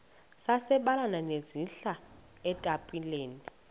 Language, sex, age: Xhosa, female, 20